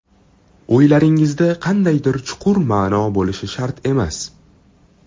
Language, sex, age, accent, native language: Uzbek, male, 12-17, Toshkent shahri, Uzbek